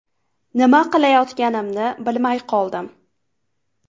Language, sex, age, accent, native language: Uzbek, female, 18-24, Farg'ona, Uzbek